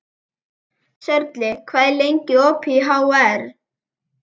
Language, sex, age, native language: Icelandic, female, 11, Icelandic